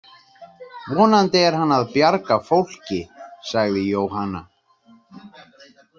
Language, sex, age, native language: Icelandic, male, 30-39, Icelandic